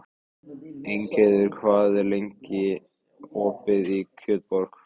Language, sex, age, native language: Icelandic, male, 15, Icelandic